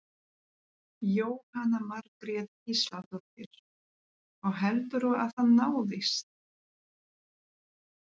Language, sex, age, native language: Icelandic, female, 30-39, Polish